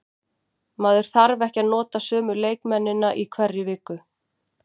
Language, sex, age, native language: Icelandic, female, 40-49, Icelandic